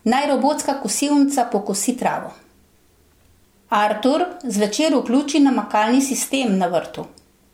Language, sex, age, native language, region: Slovenian, female, 60+, Slovenian, Gorenjska region